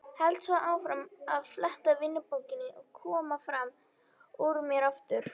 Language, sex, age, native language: Icelandic, female, 18-19, Icelandic